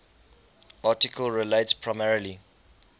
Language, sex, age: English, male, 20